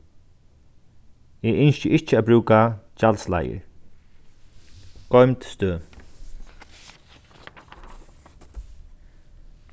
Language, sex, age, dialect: Faroese, male, 36-60, Sandoy